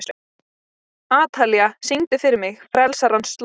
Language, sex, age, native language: Icelandic, female, 20-29, Icelandic